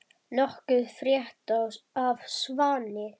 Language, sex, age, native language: Icelandic, female, 10, Icelandic